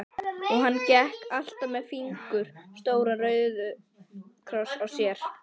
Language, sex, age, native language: Icelandic, female, 11, Icelandic